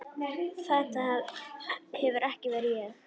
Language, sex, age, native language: Icelandic, male, 10, Icelandic